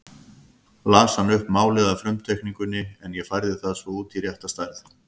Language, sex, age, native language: Icelandic, male, 50-59, Icelandic